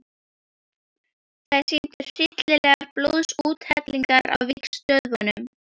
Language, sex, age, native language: Icelandic, female, 12, Icelandic